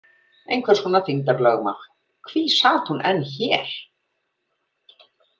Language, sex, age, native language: Icelandic, female, 40-49, Icelandic